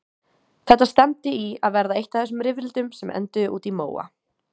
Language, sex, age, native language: Icelandic, female, 18-19, Icelandic